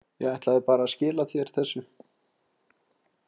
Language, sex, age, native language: Icelandic, male, 20-29, Icelandic